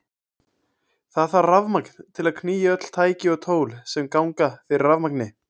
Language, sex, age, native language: Icelandic, male, 20-29, Icelandic